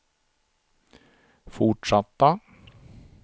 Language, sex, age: Swedish, male, 42